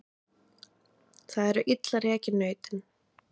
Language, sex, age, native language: Icelandic, other, 20-29, Icelandic